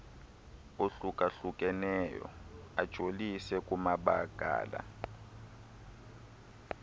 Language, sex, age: Xhosa, male, 23